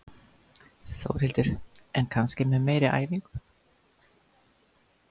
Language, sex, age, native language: Icelandic, female, 60-69, Icelandic